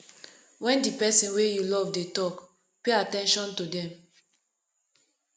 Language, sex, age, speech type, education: Nigerian Pidgin, female, 15-29, spontaneous, tertiary